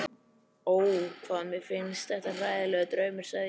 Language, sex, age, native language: Icelandic, male, 11, Icelandic